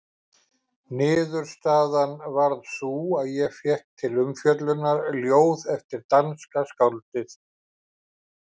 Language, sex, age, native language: Icelandic, male, 50-59, Icelandic